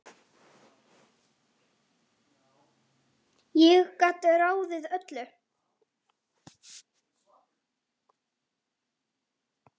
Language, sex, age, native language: Icelandic, female, 9, Icelandic